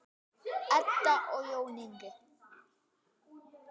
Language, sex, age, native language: Icelandic, male, 10, Icelandic